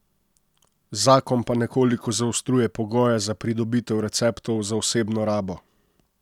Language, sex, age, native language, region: Slovenian, male, 30-49, Slovenian, Posavska region